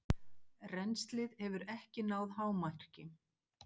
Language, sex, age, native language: Icelandic, female, 50-59, Icelandic